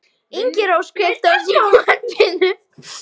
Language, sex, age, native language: Icelandic, female, 13, Icelandic